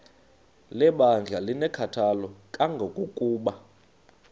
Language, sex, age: Xhosa, male, 35